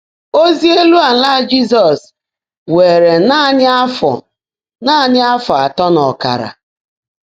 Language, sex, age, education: Igbo, female, 30-45, tertiary